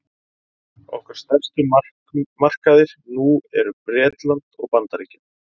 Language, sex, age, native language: Icelandic, male, 30-39, Icelandic